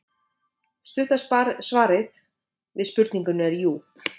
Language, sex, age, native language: Icelandic, female, 50-59, Icelandic